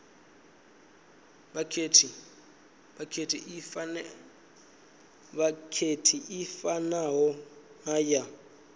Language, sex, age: Venda, male, 19